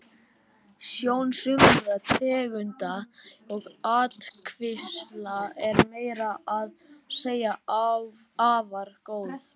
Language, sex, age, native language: Icelandic, other, 18-19, Icelandic